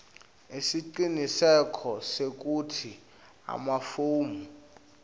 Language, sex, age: Swati, male, 21